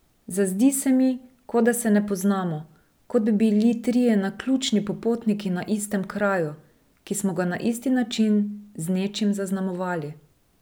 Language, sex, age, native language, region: Slovenian, female, 30-49, Slovenian, Drava region